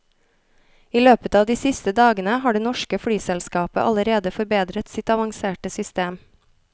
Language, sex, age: Norwegian, female, 33